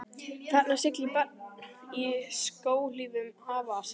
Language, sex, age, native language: Icelandic, female, 11, Icelandic